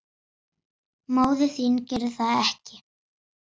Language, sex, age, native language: Icelandic, female, 7, Icelandic